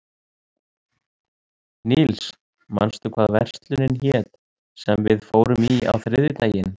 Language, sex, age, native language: Icelandic, male, 30-39, Icelandic